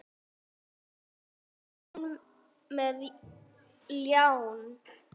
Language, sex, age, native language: Icelandic, female, 8, Icelandic